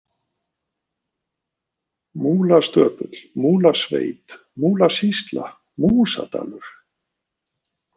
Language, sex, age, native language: Icelandic, male, 50-59, Icelandic